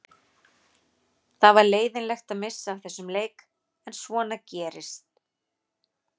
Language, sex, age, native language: Icelandic, female, 40-49, Icelandic